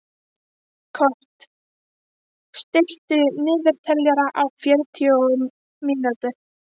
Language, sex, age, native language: Icelandic, female, 12, Icelandic